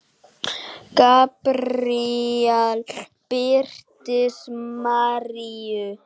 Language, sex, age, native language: Icelandic, male, 9, Icelandic